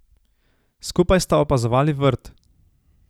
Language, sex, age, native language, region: Slovenian, male, 18-29, Slovenian, Savinja region